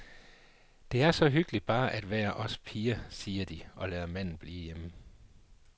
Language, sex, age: Danish, male, 39